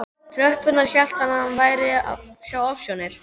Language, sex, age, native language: Icelandic, male, 12, Icelandic